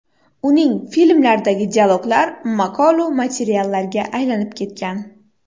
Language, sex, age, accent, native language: Uzbek, female, 18-24, Xorazm, Uzbek